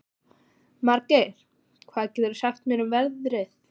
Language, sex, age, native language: Icelandic, female, 14, Icelandic